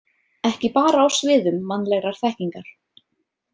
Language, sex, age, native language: Icelandic, female, 30-39, Icelandic